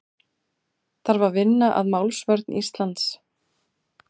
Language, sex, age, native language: Icelandic, female, 40-49, Icelandic